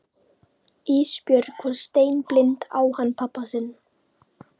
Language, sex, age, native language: Icelandic, female, 11, Icelandic